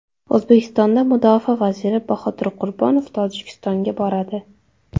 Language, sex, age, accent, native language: Uzbek, female, 12-17, Toshkent shahri, Uzbek